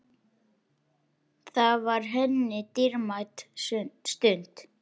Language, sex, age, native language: Icelandic, male, 8, Icelandic